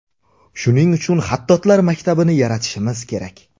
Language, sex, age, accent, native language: Uzbek, male, 25-34, Surxondaryo, Uzbek